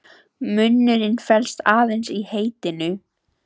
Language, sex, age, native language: Icelandic, female, 18-19, Icelandic